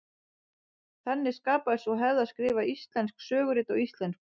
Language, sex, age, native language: Icelandic, female, 30-39, Icelandic